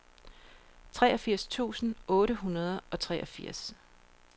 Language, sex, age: Danish, female, 42